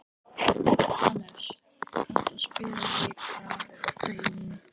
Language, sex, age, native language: Icelandic, male, 11, Icelandic